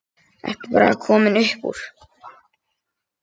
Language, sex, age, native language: Icelandic, male, 9, Icelandic